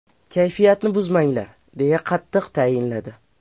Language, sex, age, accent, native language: Uzbek, male, 12-17, Farg'ona, Uzbek